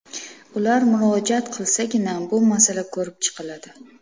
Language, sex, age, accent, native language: Uzbek, female, 25-34, Namangan, Uzbek